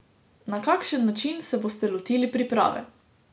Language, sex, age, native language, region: Slovenian, female, 18-29, Slovenian, Drava region